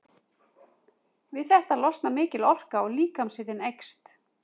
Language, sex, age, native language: Icelandic, female, 40-49, Icelandic